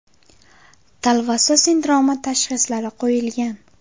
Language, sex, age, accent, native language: Uzbek, female, 18-24, Qashqadaryo, Uzbek